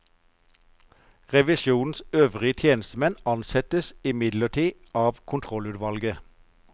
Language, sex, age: Norwegian, male, 54